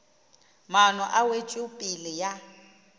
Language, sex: Northern Sotho, female